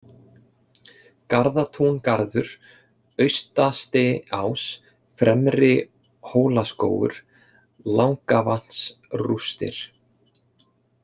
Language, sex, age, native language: Icelandic, male, 30-39, Icelandic